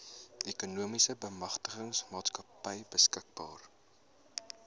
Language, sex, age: Afrikaans, male, 20